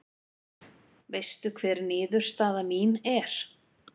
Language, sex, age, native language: Icelandic, female, 50-59, Icelandic